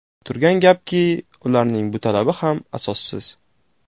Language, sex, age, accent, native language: Uzbek, male, 18-24, Jizzax, Uzbek